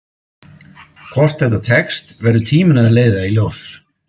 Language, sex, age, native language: Icelandic, male, 50-59, Icelandic